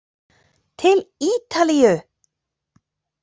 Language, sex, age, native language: Icelandic, female, 40-49, Icelandic